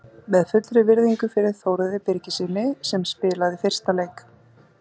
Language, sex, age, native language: Icelandic, female, 30-39, Icelandic